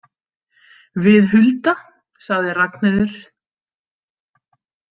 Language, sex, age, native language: Icelandic, female, 50-59, Icelandic